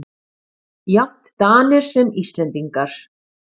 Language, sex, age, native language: Icelandic, female, 50-59, Icelandic